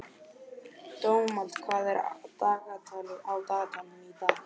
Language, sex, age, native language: Icelandic, male, 12, Icelandic